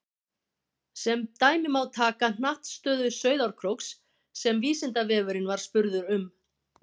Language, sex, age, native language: Icelandic, female, 50-59, Icelandic